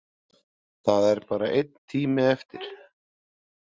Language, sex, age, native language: Icelandic, male, 30-39, Icelandic